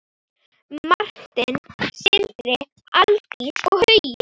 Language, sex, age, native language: Icelandic, female, 8, Icelandic